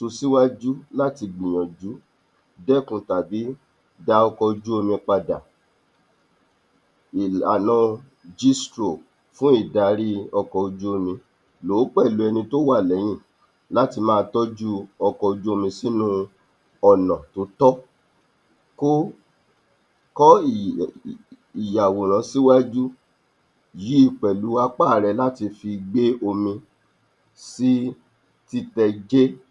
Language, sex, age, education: Yoruba, male, 46-60, tertiary